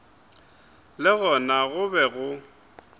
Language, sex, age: Northern Sotho, male, 23